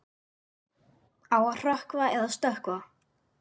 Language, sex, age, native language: Icelandic, male, 8, Icelandic